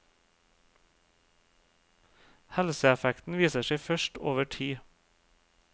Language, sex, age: Norwegian, male, 35